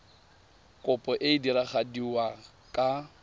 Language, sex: Tswana, male